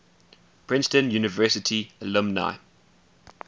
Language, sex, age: English, male, 20